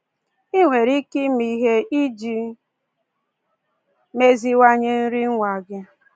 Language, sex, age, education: Igbo, female, 15-29, tertiary